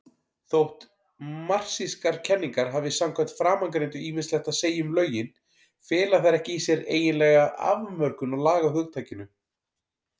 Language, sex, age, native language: Icelandic, male, 40-49, Icelandic